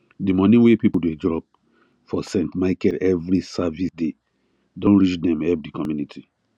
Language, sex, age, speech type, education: Nigerian Pidgin, male, 30-45, spontaneous, tertiary